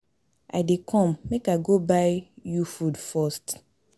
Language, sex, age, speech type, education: Nigerian Pidgin, female, 30-45, spontaneous, tertiary